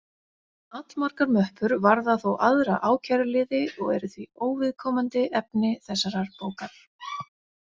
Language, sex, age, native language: Icelandic, female, 40-49, Icelandic